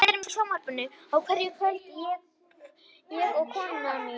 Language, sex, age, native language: Icelandic, female, 18-19, Icelandic